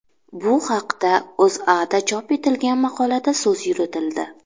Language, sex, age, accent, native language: Uzbek, female, 25-34, Namangan, Uzbek